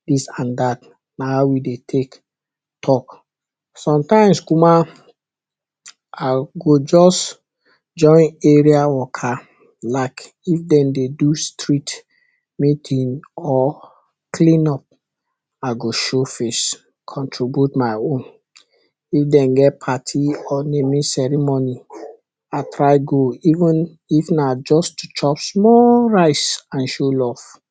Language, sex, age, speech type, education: Nigerian Pidgin, male, 60+, spontaneous, tertiary